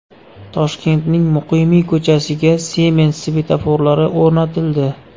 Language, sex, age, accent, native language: Uzbek, male, 25-34, Xorazm, Uzbek